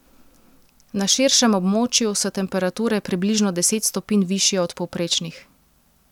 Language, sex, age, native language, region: Slovenian, female, 30-49, Slovenian, Central Slovenia